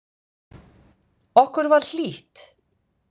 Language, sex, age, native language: Icelandic, female, 50-59, Icelandic